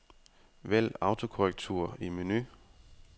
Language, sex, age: Danish, male, 30